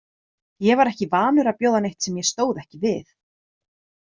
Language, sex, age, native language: Icelandic, female, 30-39, Icelandic